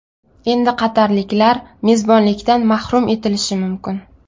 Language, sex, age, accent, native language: Uzbek, female, 25-34, Navoiy, Uzbek